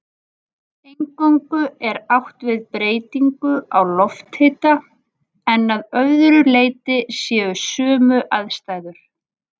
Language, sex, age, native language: Icelandic, female, 40-49, Icelandic